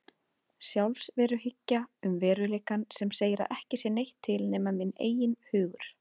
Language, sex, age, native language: Icelandic, female, 30-39, Icelandic